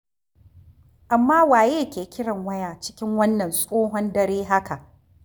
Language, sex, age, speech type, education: Hausa, female, 46-60, read, tertiary